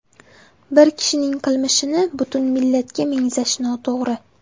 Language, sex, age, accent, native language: Uzbek, female, 18-24, Farg'ona, Uzbek